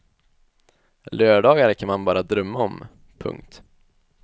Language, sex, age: Swedish, male, 21